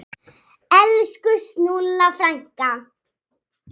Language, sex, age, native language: Icelandic, female, 6, Icelandic